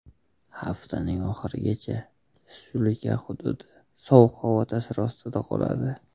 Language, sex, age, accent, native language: Uzbek, male, 30-39, Toshkent shahri, Uzbek